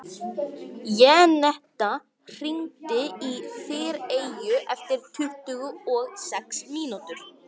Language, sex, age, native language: Icelandic, male, 18-19, Icelandic